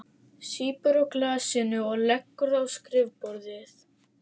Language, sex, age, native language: Icelandic, female, 11, Icelandic